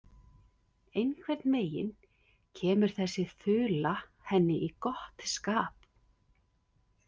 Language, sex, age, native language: Icelandic, female, 50-59, Icelandic